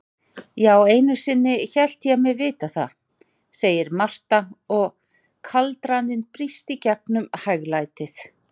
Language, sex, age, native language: Icelandic, male, 40-49, Icelandic